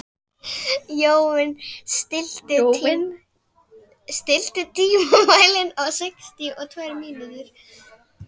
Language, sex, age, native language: Icelandic, female, 11, Icelandic